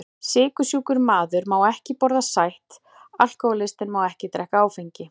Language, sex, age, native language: Icelandic, female, 40-49, Icelandic